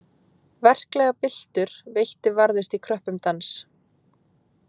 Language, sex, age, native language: Icelandic, female, 20-29, Icelandic